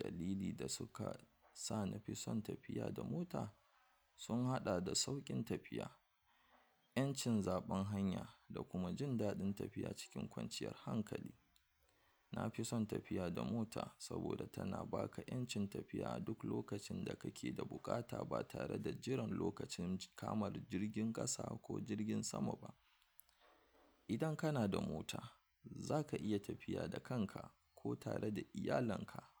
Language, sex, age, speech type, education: Hausa, male, 46-60, spontaneous, tertiary